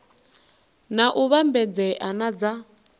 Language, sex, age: Venda, female, 19